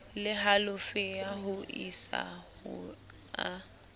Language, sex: Southern Sotho, female